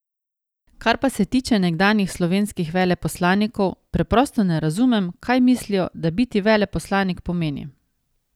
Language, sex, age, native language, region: Slovenian, female, 30-49, Slovenian, Savinja region